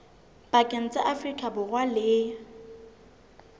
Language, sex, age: Southern Sotho, female, 22